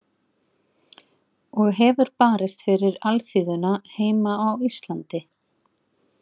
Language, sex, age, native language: Icelandic, female, 40-49, Icelandic